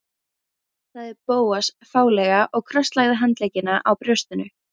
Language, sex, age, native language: Icelandic, female, 14, Icelandic